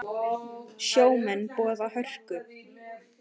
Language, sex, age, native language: Icelandic, female, 18-19, Icelandic